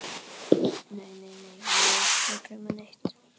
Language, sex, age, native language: Icelandic, male, 11, Icelandic